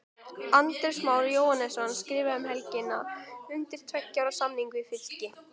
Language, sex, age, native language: Icelandic, female, 18-19, Icelandic